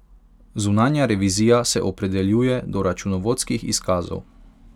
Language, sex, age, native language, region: Slovenian, male, 18-29, Hungarian, Pomurje region